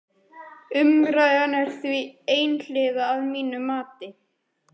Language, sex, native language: Icelandic, male, Icelandic